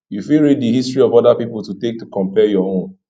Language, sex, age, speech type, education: Nigerian Pidgin, male, 15-29, spontaneous, tertiary